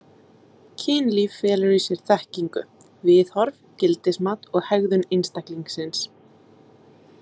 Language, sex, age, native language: Icelandic, female, 20-29, Icelandic